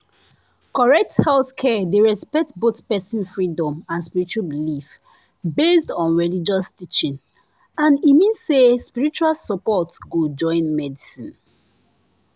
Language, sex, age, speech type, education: Nigerian Pidgin, female, 15-29, spontaneous, tertiary